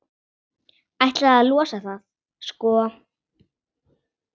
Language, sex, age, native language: Icelandic, female, 10, Icelandic